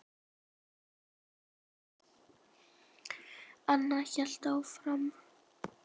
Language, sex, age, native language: Icelandic, female, 10, Icelandic